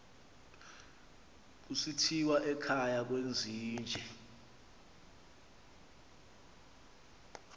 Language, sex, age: Xhosa, male, 26